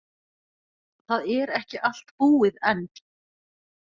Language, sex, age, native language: Icelandic, female, 40-49, Icelandic